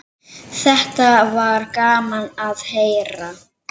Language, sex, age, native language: Icelandic, female, 7, Icelandic